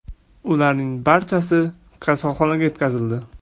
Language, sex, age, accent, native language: Uzbek, male, 18-24, Toshkent viloyati, Uzbek